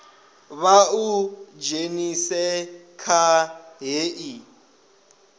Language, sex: Venda, male